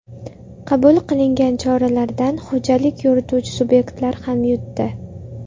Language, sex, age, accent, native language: Uzbek, female, 19-29, Andijon, Uzbek